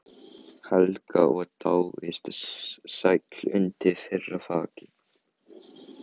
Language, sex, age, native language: Icelandic, male, 18-19, Chinese